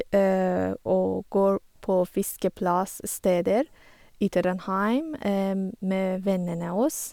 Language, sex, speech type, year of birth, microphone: Norwegian, female, spontaneous, 1985, Sennheiser